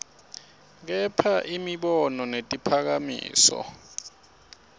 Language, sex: Swati, male